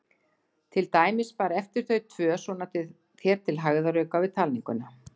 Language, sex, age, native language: Icelandic, female, 60-69, Icelandic